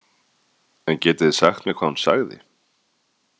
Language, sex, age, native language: Icelandic, male, 30-39, Icelandic